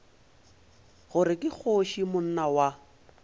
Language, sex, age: Northern Sotho, male, 22